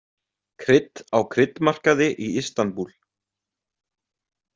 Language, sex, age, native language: Icelandic, male, 20-29, Icelandic